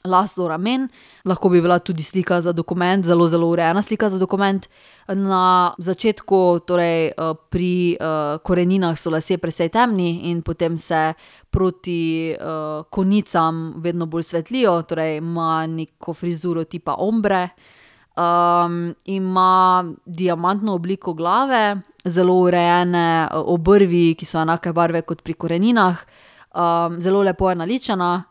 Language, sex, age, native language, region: Slovenian, female, 30-49, Slovenian, Drava region